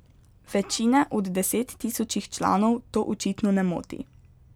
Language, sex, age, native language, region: Slovenian, female, 12-17, Slovenian, Pomurje region